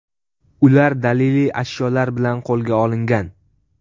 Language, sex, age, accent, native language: Uzbek, male, 12-17, Sirdaryo, Uzbek